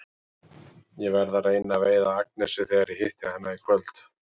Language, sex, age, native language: Icelandic, male, 40-49, Icelandic